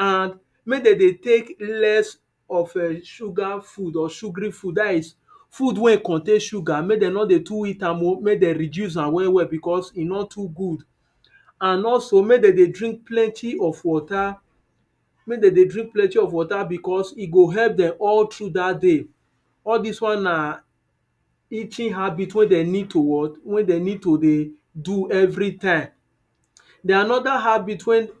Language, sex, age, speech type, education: Nigerian Pidgin, male, 30-45, spontaneous, tertiary